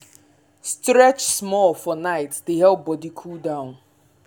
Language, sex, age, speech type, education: Nigerian Pidgin, male, 15-29, spontaneous, tertiary